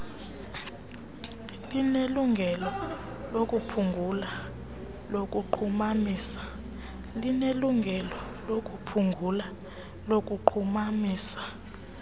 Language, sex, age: Xhosa, female, 22